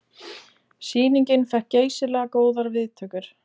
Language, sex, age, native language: Icelandic, female, 20-29, Icelandic